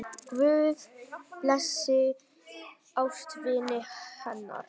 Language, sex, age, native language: Icelandic, male, 10, Vietnamese